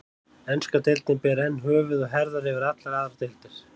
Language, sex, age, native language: Icelandic, male, 30-39, Icelandic